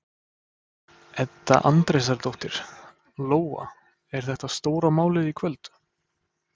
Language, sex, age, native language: Icelandic, male, 20-29, Icelandic